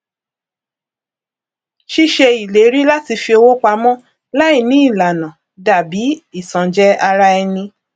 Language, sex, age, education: Yoruba, female, 30-45, tertiary